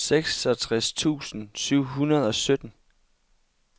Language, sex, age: Danish, male, 22